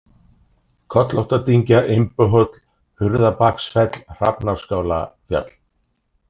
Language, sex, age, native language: Icelandic, male, 30-39, Icelandic